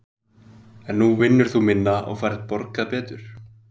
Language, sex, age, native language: Icelandic, male, 20-29, Icelandic